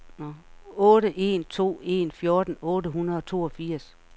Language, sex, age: Danish, female, 48